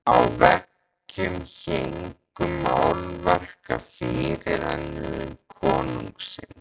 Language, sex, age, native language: Icelandic, male, 14, Icelandic